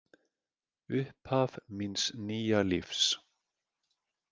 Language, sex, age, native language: Icelandic, male, 50-59, Icelandic